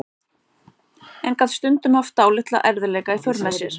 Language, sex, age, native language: Icelandic, male, 14, Icelandic